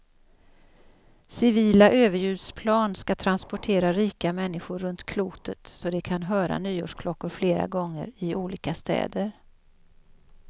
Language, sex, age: Swedish, female, 56